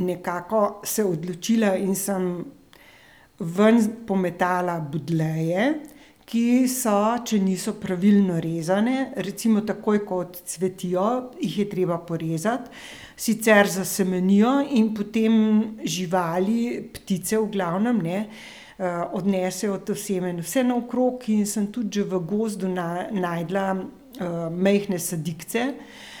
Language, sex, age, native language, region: Slovenian, female, 60+, Slovenian, Central Slovenia